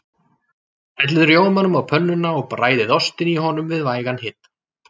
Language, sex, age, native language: Icelandic, male, 40-49, Icelandic